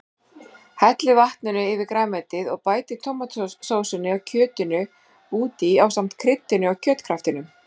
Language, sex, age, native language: Icelandic, female, 40-49, Icelandic